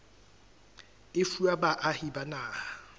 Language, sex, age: Southern Sotho, male, 23